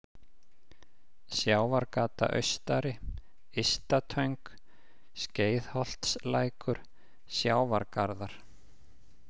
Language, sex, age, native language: Icelandic, male, 50-59, Icelandic